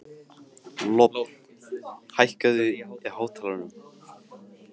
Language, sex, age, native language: Icelandic, male, 15, Icelandic